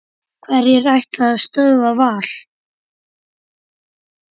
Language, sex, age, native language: Icelandic, male, 10, Icelandic